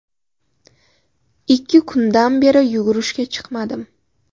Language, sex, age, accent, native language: Uzbek, female, under 19, Qashqadaryo, Uzbek